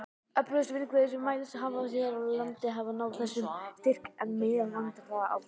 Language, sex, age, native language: Icelandic, male, 18-19, Icelandic